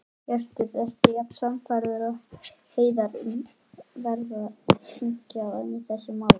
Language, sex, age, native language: Icelandic, female, 40-49, Icelandic